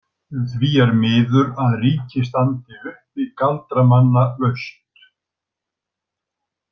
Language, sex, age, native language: Icelandic, male, 60-69, Icelandic